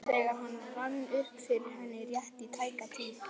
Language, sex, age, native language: Icelandic, male, 11, Icelandic